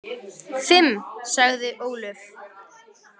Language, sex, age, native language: Icelandic, male, 18-19, Icelandic